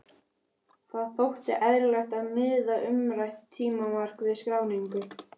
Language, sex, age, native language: Icelandic, female, 11, Icelandic